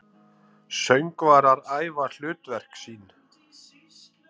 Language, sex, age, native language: Icelandic, male, 50-59, Icelandic